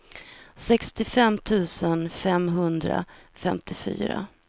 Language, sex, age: Swedish, female, 43